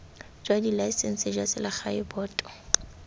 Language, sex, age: Tswana, female, 18